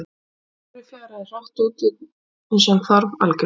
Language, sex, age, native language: Icelandic, female, 40-49, Icelandic